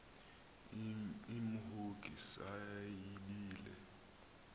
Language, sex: Xhosa, male